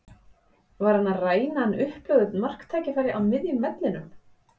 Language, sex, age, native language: Icelandic, female, 40-49, Icelandic